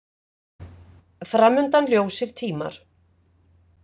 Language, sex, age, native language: Icelandic, female, 50-59, Icelandic